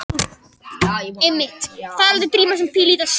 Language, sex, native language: Icelandic, other, Japanese